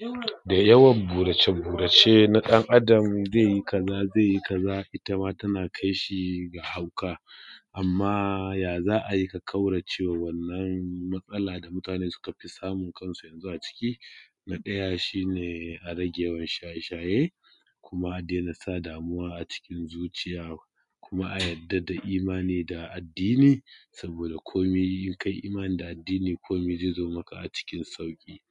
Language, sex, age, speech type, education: Hausa, male, 30-45, spontaneous, tertiary